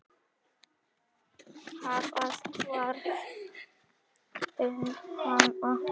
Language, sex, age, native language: Icelandic, female, 6, Icelandic